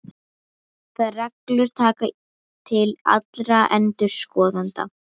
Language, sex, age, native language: Icelandic, female, 11, Icelandic